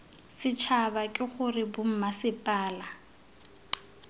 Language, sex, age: Tswana, female, 22